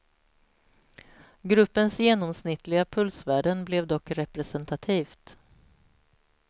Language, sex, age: Swedish, female, 46